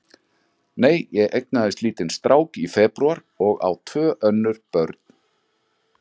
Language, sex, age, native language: Icelandic, male, 40-49, Icelandic